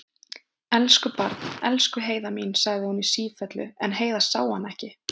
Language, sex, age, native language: Icelandic, female, 20-29, Icelandic